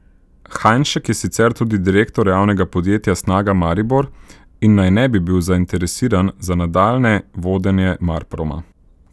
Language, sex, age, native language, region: Slovenian, male, 18-29, Slovenian, Central Slovenia